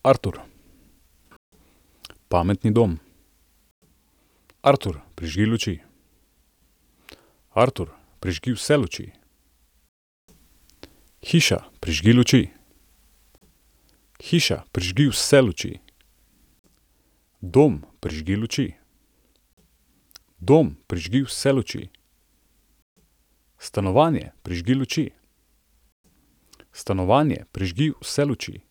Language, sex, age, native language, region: Slovenian, male, 30-49, Slovenian, Central Slovenia